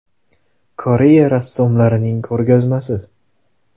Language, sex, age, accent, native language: Uzbek, male, 18-24, Farg'ona, Uzbek